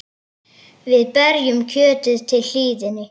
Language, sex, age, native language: Icelandic, female, 8, Icelandic